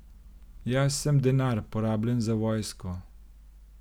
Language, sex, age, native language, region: Slovenian, male, 30-49, Slovenian, Gorenjska region